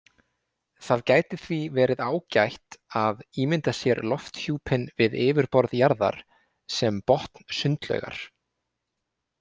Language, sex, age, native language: Icelandic, male, 20-29, Icelandic